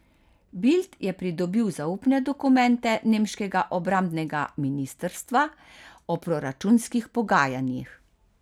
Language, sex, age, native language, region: Slovenian, female, 50-59, Slovenian, Carinthia region